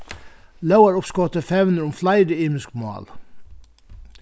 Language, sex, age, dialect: Faroese, male, 61+, Vágar